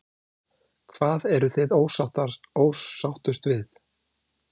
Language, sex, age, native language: Icelandic, male, 40-49, Icelandic